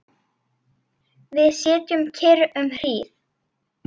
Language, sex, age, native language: Icelandic, female, 8, Icelandic